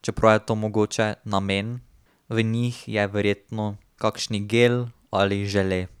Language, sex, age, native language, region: Slovenian, male, 18-29, Slovenian, Drava region